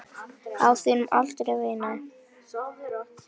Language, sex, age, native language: Icelandic, female, 10, Icelandic